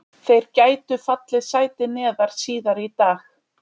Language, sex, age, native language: Icelandic, female, 30-39, Icelandic